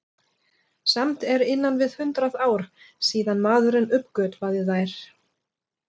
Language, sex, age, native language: Icelandic, female, 40-49, German